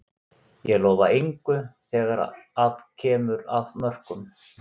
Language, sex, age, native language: Icelandic, male, 40-49, Icelandic